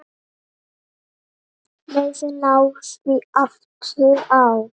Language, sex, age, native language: Icelandic, female, 7, Icelandic